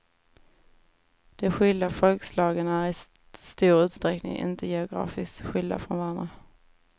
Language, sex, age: Swedish, female, 18